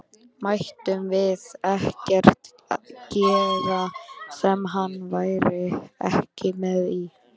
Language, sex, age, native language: Icelandic, male, 13, Icelandic